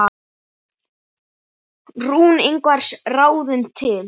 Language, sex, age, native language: Icelandic, male, 8, Icelandic